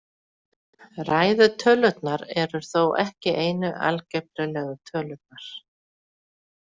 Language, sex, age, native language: Icelandic, female, 40-49, Icelandic